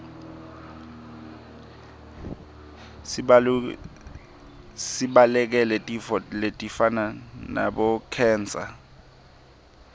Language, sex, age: Swati, male, 23